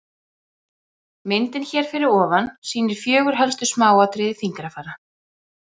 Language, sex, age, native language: Icelandic, female, 20-29, Icelandic